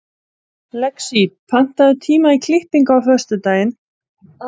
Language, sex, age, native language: Icelandic, female, 40-49, Icelandic